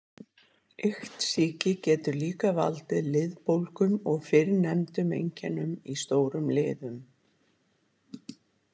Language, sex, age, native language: Icelandic, female, 50-59, Icelandic